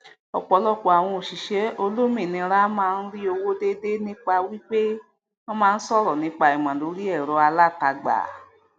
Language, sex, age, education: Yoruba, female, 46-60, tertiary